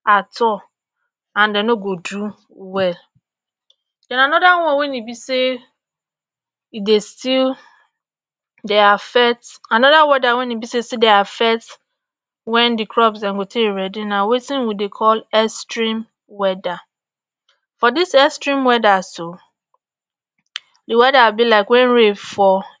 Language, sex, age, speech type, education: Nigerian Pidgin, female, 30-45, spontaneous, tertiary